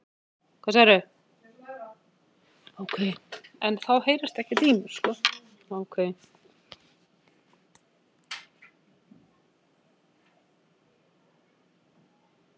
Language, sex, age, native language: Icelandic, female, 50-59, Icelandic